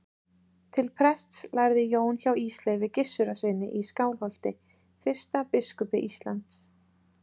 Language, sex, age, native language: Icelandic, female, 30-39, Icelandic